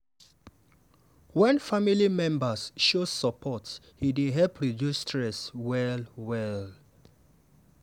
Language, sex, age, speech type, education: Nigerian Pidgin, male, 15-29, spontaneous, tertiary